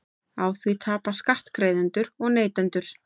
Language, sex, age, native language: Icelandic, female, 30-39, Icelandic